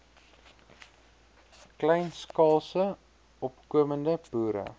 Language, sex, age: Afrikaans, male, 23